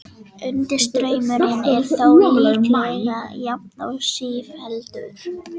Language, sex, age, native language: Icelandic, female, 18-19, Danish